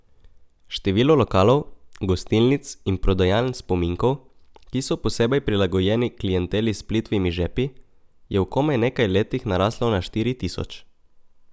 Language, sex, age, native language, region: Slovenian, male, 18-29, Slovenian, Coastal Karst region